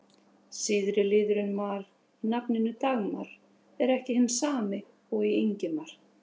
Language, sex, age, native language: Icelandic, female, 30-39, Icelandic